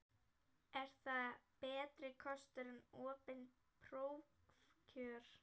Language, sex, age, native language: Icelandic, female, 11, Icelandic